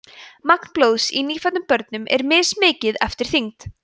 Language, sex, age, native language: Icelandic, female, 20-29, Icelandic